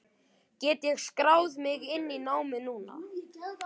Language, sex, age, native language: Icelandic, male, 11, Icelandic